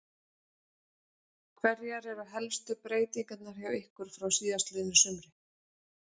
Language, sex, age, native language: Icelandic, female, 40-49, Icelandic